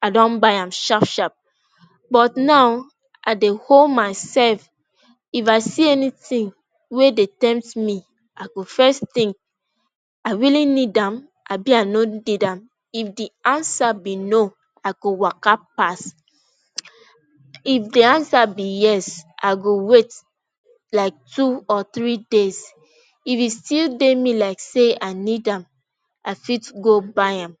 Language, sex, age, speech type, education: Nigerian Pidgin, female, 15-29, spontaneous, tertiary